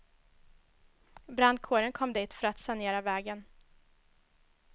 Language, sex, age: Swedish, female, 21